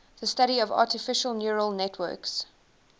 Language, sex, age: English, female, 19